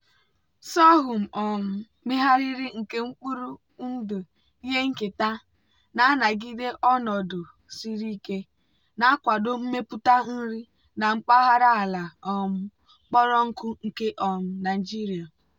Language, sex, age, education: Igbo, female, 15-29, tertiary